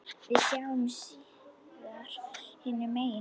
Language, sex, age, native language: Icelandic, female, 10, Icelandic